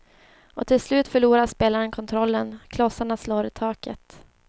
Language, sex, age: Swedish, female, 24